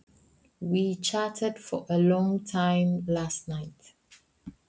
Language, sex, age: Icelandic, female, 20-29